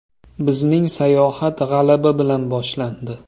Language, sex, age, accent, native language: Uzbek, male, 25-34, Toshkent viloyati, Uzbek